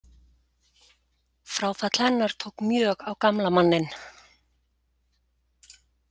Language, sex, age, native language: Icelandic, female, 40-49, Icelandic